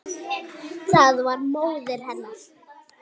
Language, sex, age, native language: Icelandic, female, 8, Icelandic